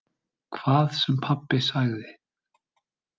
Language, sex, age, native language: Icelandic, male, 20-29, Icelandic